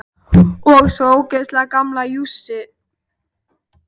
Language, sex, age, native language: Icelandic, male, 12, Icelandic